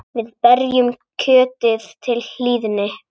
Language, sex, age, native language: Icelandic, male, 8, Icelandic